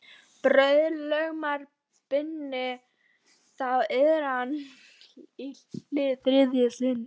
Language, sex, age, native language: Icelandic, female, 12, Icelandic